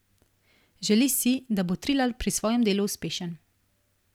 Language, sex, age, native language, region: Slovenian, female, 18-29, Slovenian, Primorsko-notranjska region